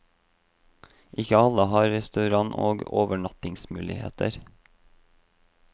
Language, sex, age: Norwegian, male, 26